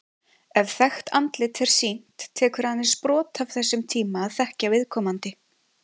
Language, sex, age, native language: Icelandic, female, 20-29, Icelandic